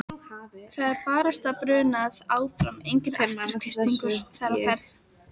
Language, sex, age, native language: Icelandic, female, 12, Icelandic